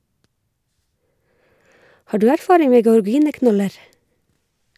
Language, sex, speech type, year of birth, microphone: Norwegian, female, read, 1969, Shure